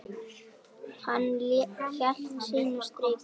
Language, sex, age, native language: Icelandic, female, 10, Icelandic